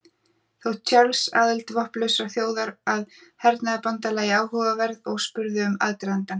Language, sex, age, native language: Icelandic, female, 40-49, Icelandic